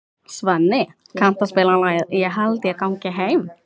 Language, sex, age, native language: Icelandic, female, 13, Icelandic